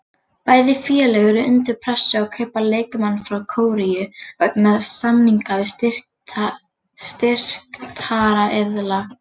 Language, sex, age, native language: Icelandic, female, 18-19, Icelandic